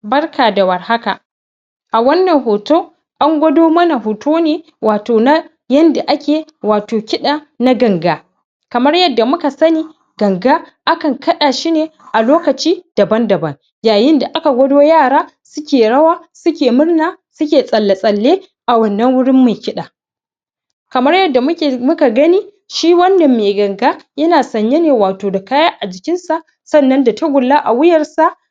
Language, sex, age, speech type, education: Hausa, female, 15-29, spontaneous, tertiary